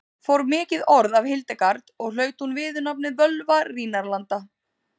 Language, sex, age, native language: Icelandic, female, 30-39, Icelandic